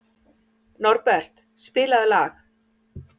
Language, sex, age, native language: Icelandic, female, 40-49, Icelandic